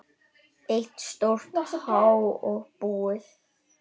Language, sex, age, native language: Icelandic, male, 9, Icelandic